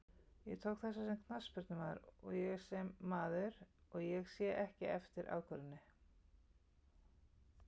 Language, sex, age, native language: Icelandic, female, 50-59, Icelandic